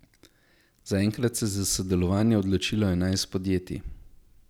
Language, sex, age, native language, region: Slovenian, male, 18-29, Slovenian, Zasavska region